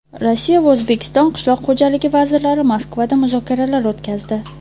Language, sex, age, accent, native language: Uzbek, female, 18-24, Toshkent shahri, Uzbek